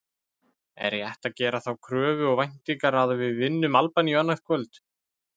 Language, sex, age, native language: Icelandic, male, 20-29, Icelandic